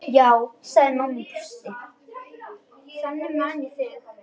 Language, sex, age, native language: Icelandic, female, 10, Icelandic